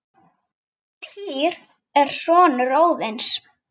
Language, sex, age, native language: Icelandic, female, 9, Icelandic